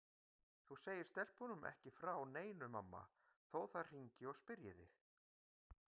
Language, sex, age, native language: Icelandic, male, 50-59, Icelandic